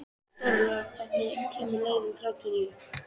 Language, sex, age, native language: Icelandic, female, 13, Icelandic